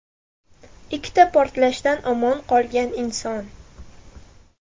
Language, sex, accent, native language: Uzbek, female, Surxondaryo, Russian